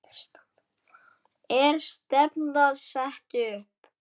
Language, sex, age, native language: Icelandic, male, 9, Icelandic